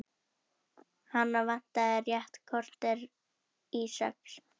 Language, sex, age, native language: Icelandic, female, 11, Icelandic